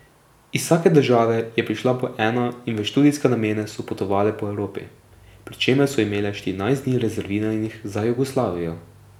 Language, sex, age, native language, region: Slovenian, male, 18-29, Slovenian, Drava region